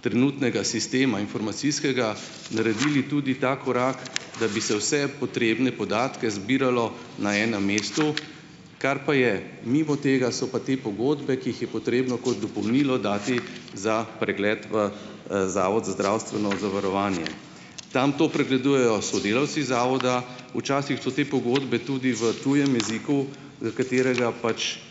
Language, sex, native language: Slovenian, male, Slovenian